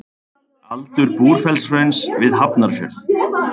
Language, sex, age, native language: Icelandic, male, 30-39, Icelandic